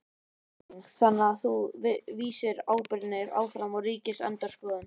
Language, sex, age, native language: Icelandic, male, 13, Icelandic